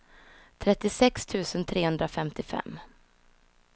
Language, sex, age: Swedish, female, 26